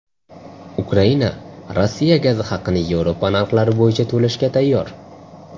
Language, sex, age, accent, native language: Uzbek, male, 19-29, Namangan, Uzbek